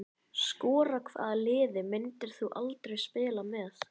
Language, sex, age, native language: Icelandic, male, 11, Icelandic